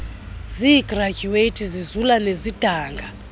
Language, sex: Xhosa, female